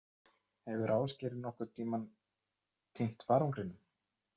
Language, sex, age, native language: Icelandic, male, 30-39, Icelandic